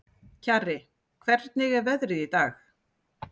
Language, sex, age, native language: Icelandic, female, 40-49, Icelandic